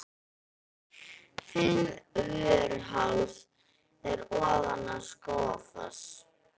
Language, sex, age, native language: Icelandic, female, 12, Icelandic